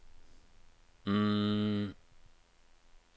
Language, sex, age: Norwegian, male, 36